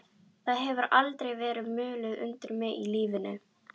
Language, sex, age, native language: Icelandic, female, 12, Icelandic